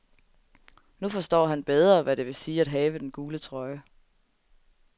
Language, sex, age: Danish, female, 20